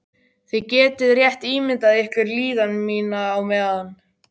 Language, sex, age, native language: Icelandic, male, 12, Icelandic